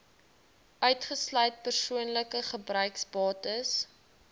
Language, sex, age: Afrikaans, female, 20